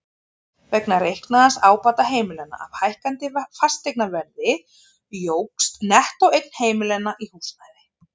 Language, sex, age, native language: Icelandic, female, 30-39, Icelandic